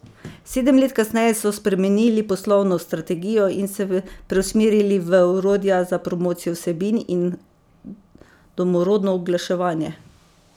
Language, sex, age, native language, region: Slovenian, female, 50-59, Slovenian, Savinja region